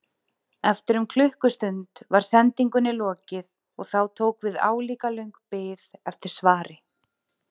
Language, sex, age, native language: Icelandic, female, 30-39, Icelandic